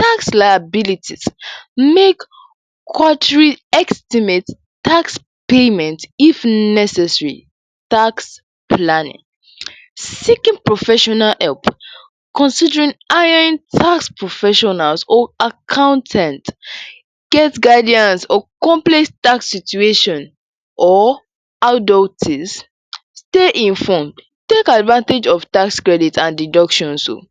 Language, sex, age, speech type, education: Nigerian Pidgin, female, 46-60, spontaneous, secondary